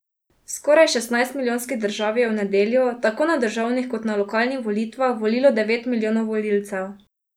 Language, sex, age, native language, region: Slovenian, female, 18-29, Slovenian, Drava region